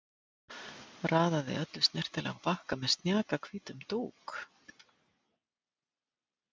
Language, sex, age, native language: Icelandic, female, 50-59, Icelandic